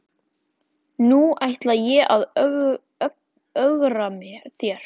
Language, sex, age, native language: Icelandic, male, 14, Icelandic